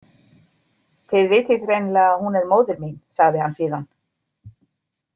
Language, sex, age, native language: Icelandic, female, 40-49, Icelandic